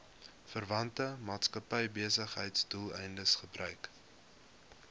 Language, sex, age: Afrikaans, male, 21